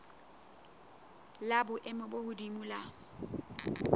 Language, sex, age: Southern Sotho, female, 19